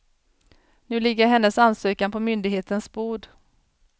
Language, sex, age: Swedish, female, 40